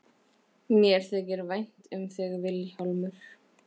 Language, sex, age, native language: Icelandic, female, 11, Icelandic